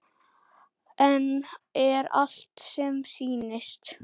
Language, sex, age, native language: Icelandic, male, 10, Icelandic